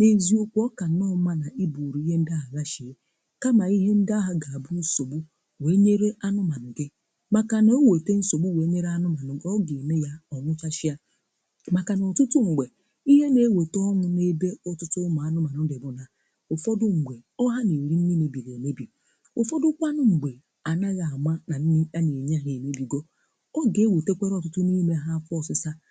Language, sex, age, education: Igbo, female, 60+, tertiary